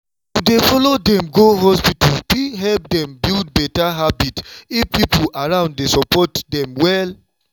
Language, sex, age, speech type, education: Nigerian Pidgin, male, 30-45, spontaneous, tertiary